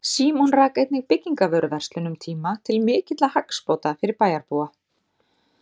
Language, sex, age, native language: Icelandic, female, 30-39, Icelandic